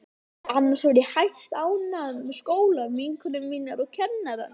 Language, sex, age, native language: Icelandic, female, 11, Icelandic